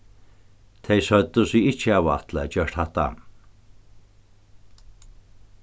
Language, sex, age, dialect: Faroese, male, 61+, Norðurstreymoy/Eysturoy